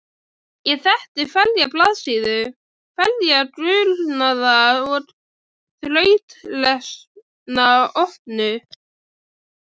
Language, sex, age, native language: Icelandic, female, 11, Icelandic